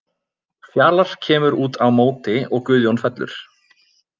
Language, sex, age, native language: Icelandic, male, 20-29, Icelandic